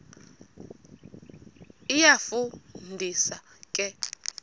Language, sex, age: Xhosa, female, 32